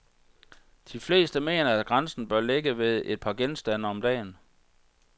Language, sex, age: Danish, male, 46